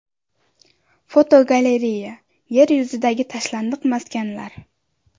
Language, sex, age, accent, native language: Uzbek, female, under 19, Andijon, Uzbek